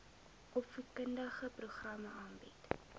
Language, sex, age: Afrikaans, female, 20